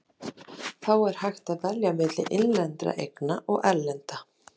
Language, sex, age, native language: Icelandic, female, 30-39, Icelandic